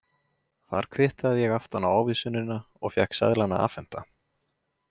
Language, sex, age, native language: Icelandic, male, 20-29, Icelandic